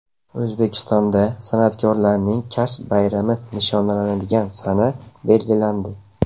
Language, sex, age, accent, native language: Uzbek, male, 18-24, Namangan, Uzbek